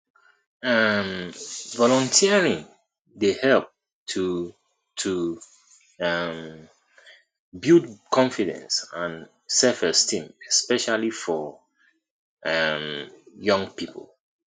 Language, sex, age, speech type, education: Nigerian Pidgin, male, 30-45, spontaneous, tertiary